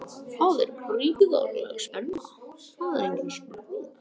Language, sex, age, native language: Icelandic, other, 18-19, Icelandic